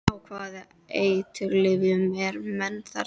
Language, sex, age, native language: Icelandic, female, 13, Icelandic